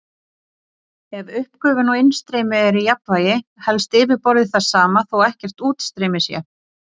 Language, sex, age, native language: Icelandic, female, 40-49, Icelandic